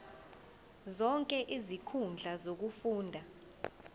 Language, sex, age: Zulu, female, 20